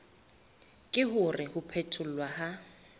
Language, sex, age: Southern Sotho, female, 24